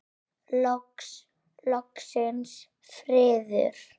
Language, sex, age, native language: Icelandic, female, 6, Icelandic